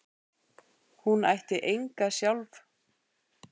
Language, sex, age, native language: Icelandic, female, 8, Icelandic